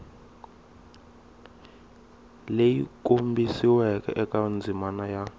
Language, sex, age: Tsonga, male, 21